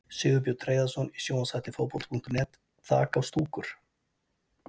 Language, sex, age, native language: Icelandic, male, 40-49, Icelandic